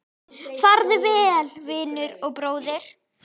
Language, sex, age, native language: Icelandic, female, 10, Icelandic